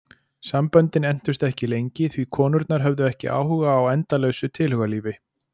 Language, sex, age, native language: Icelandic, male, 40-49, Icelandic